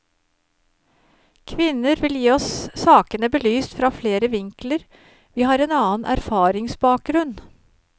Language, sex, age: Norwegian, female, 53